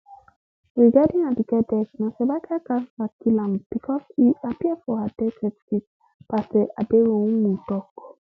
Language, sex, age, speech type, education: Nigerian Pidgin, female, 15-29, spontaneous, tertiary